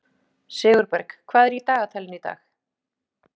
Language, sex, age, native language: Icelandic, female, 50-59, Icelandic